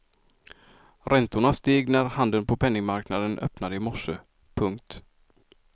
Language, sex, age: Swedish, male, 46